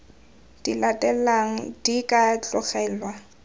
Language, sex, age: Tswana, female, 18